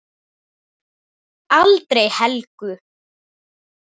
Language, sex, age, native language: Icelandic, male, 10, Icelandic